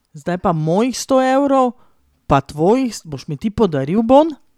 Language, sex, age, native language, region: Slovenian, female, 30-49, Slovenian, Drava region